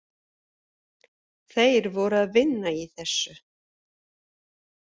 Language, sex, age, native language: Icelandic, female, 50-59, Swedish